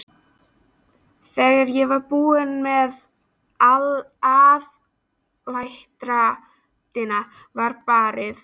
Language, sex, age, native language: Icelandic, female, 13, Icelandic